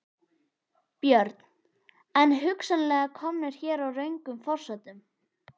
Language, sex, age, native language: Icelandic, female, 11, Icelandic